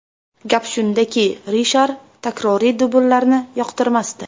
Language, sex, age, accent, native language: Uzbek, female, 18-24, Namangan, Uzbek